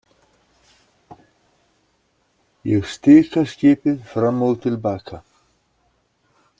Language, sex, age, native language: Icelandic, male, 60-69, Icelandic